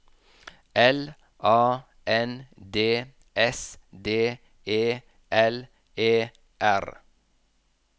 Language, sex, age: Norwegian, male, 46